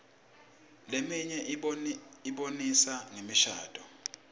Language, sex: Swati, male